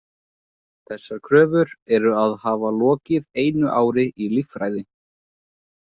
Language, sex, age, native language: Icelandic, male, 20-29, Icelandic